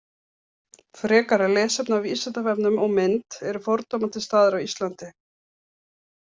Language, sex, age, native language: Icelandic, female, 50-59, Icelandic